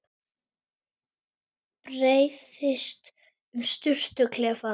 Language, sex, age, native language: Icelandic, female, 18-19, Icelandic